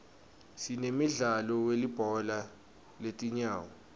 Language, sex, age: Swati, male, 20